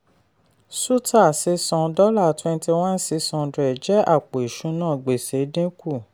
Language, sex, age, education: Yoruba, female, 30-45, tertiary